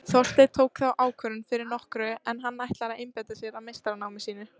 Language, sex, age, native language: Icelandic, female, 30-39, Icelandic